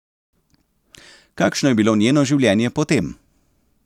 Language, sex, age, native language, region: Slovenian, male, 30-49, Slovenian, Central Slovenia